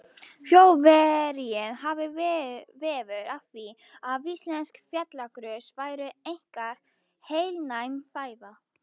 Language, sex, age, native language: Icelandic, female, 18-19, Icelandic